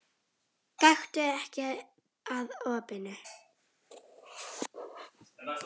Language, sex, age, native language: Icelandic, female, 10, Icelandic